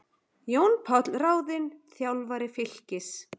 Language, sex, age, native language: Icelandic, female, 40-49, Icelandic